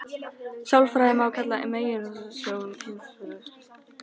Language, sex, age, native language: Icelandic, female, 13, Icelandic